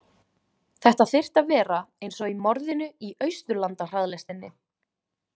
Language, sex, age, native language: Icelandic, female, 20-29, Icelandic